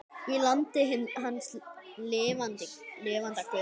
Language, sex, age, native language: Icelandic, male, 9, Icelandic